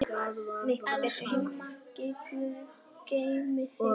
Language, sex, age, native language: Icelandic, female, 8, Icelandic